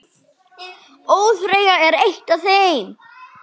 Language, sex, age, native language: Icelandic, male, 6, Icelandic